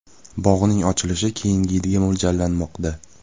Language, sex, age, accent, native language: Uzbek, male, 18-24, Farg'ona, Uzbek